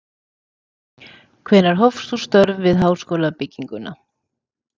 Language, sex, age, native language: Icelandic, female, 40-49, Icelandic